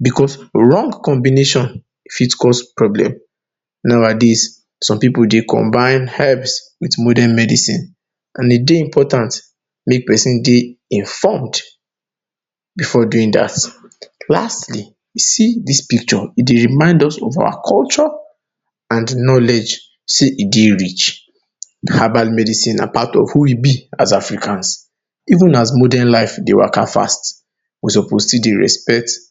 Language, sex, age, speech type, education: Nigerian Pidgin, male, 30-45, spontaneous, tertiary